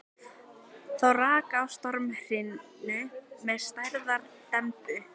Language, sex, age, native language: Icelandic, female, 15, Icelandic